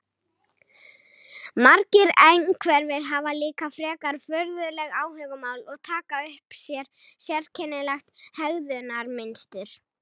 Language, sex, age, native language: Icelandic, female, 18-19, Icelandic